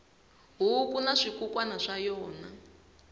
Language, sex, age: Tsonga, female, 20